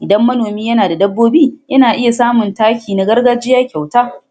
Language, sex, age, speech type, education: Hausa, female, 46-60, spontaneous, tertiary